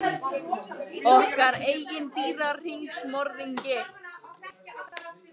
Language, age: Icelandic, 18-19